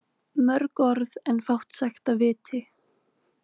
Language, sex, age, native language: Icelandic, female, 20-29, Icelandic